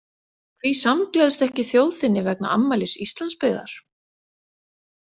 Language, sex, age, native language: Icelandic, female, 40-49, Icelandic